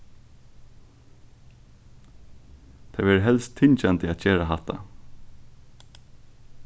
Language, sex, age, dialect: Faroese, male, 15-35, Suðurstreymoy